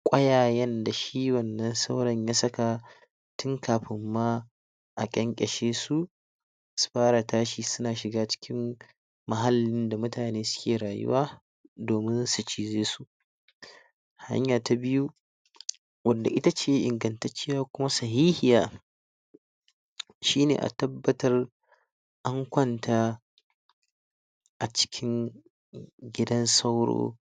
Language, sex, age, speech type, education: Hausa, male, 60+, spontaneous, tertiary